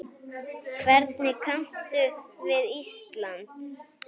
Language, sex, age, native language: Icelandic, female, 8, Icelandic